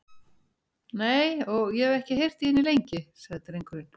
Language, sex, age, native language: Icelandic, female, 60-69, Icelandic